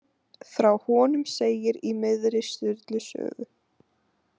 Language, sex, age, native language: Icelandic, female, 18-19, Icelandic